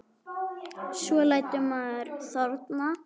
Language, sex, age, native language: Icelandic, female, 10, Icelandic